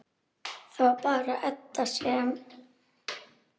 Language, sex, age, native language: Icelandic, female, 9, Icelandic